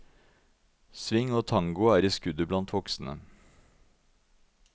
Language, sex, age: Norwegian, male, 52